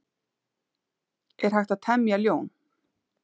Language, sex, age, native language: Icelandic, female, 30-39, Icelandic